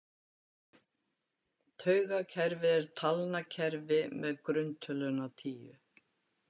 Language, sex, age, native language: Icelandic, female, 50-59, Icelandic